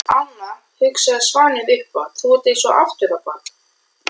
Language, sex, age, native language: Icelandic, male, 12, Icelandic